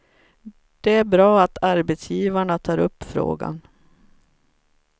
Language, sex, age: Swedish, female, 44